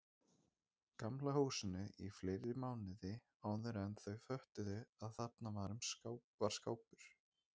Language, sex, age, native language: Icelandic, male, 20-29, Icelandic